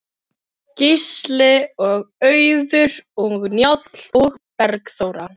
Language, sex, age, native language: Icelandic, female, 15, Filipino